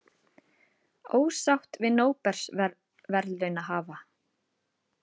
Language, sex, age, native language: Icelandic, female, 30-39, Icelandic